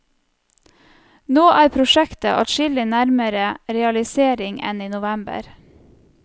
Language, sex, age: Norwegian, female, 34